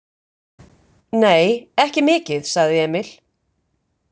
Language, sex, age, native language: Icelandic, female, 50-59, Icelandic